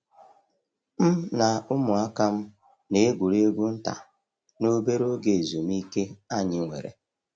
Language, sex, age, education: Igbo, male, 46-60, tertiary